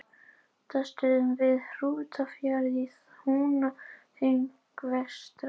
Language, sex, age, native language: Icelandic, female, 18-19, Icelandic